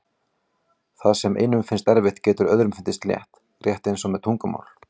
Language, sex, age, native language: Icelandic, male, 40-49, Icelandic